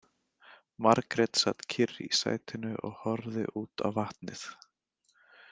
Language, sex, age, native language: Icelandic, male, 30-39, Icelandic